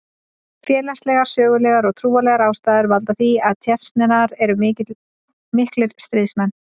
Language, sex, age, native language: Icelandic, female, 30-39, Icelandic